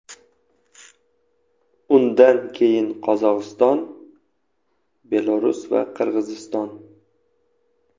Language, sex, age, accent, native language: Uzbek, male, 25-34, Toshkent shahri, Uzbek